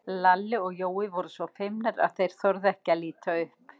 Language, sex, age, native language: Icelandic, female, 50-59, Icelandic